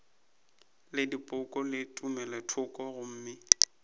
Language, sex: Northern Sotho, male